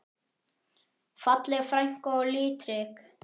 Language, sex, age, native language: Icelandic, male, 10, Icelandic